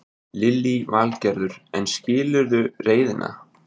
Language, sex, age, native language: Icelandic, male, 20-29, Icelandic